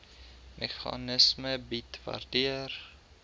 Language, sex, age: Afrikaans, male, 20